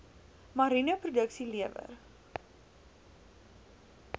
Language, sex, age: Afrikaans, female, 19